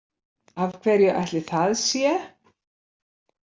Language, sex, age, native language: Icelandic, female, 70-79, Icelandic